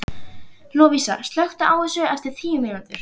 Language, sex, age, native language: Icelandic, female, 11, Icelandic